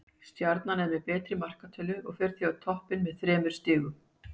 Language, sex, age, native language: Icelandic, female, 50-59, Icelandic